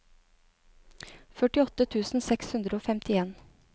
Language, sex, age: Norwegian, female, 36